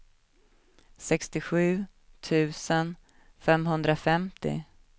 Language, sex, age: Swedish, female, 37